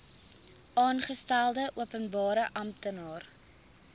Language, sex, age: Afrikaans, female, 19